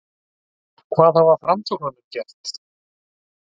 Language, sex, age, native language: Icelandic, male, 40-49, Icelandic